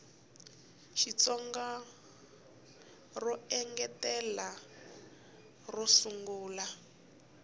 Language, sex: Tsonga, female